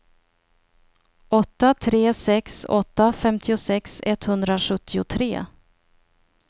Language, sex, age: Swedish, female, 30